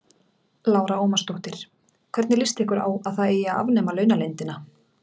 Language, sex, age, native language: Icelandic, female, 40-49, Icelandic